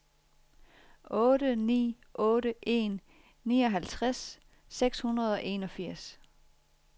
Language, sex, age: Danish, female, 40